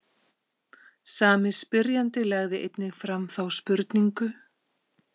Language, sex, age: Icelandic, female, 50-59